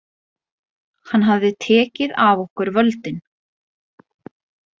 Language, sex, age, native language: Icelandic, female, 20-29, Icelandic